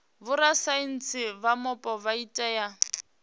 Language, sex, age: Venda, female, 28